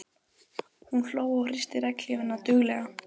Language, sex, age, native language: Icelandic, female, 12, Icelandic